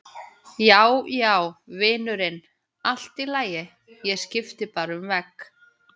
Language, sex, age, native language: Icelandic, female, 20-29, Icelandic